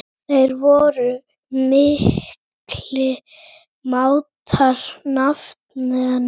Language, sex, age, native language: Icelandic, female, 18-19, Icelandic